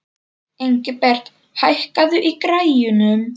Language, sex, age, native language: Icelandic, male, 40-49, Polish